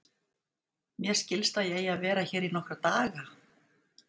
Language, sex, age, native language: Icelandic, female, 60-69, Icelandic